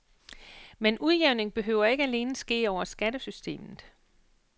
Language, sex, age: Danish, female, 48